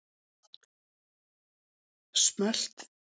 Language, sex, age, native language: Icelandic, female, 60-69, Icelandic